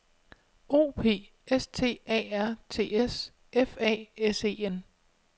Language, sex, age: Danish, female, 25